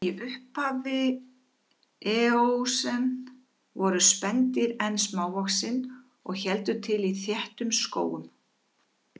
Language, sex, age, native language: Icelandic, female, 50-59, Icelandic